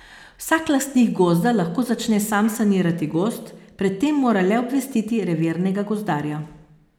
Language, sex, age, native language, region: Slovenian, female, 50-59, Slovenian, Posavska region